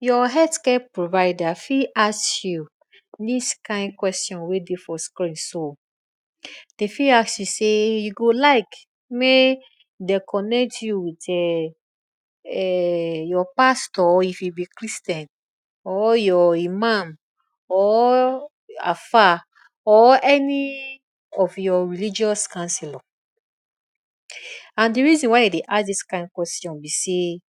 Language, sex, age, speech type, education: Nigerian Pidgin, female, 30-45, spontaneous, tertiary